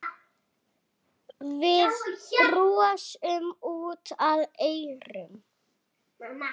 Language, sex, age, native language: Icelandic, female, 6, Icelandic